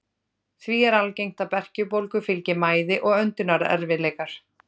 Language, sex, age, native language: Icelandic, female, 30-39, Icelandic